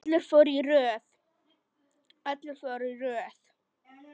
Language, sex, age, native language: Icelandic, female, 10, Polish